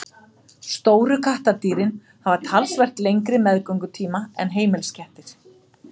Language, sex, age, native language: Icelandic, female, 50-59, Icelandic